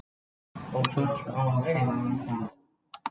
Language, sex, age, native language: Icelandic, female, 60-69, Icelandic